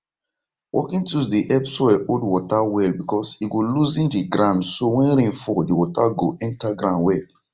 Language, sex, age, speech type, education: Nigerian Pidgin, male, 15-29, spontaneous, tertiary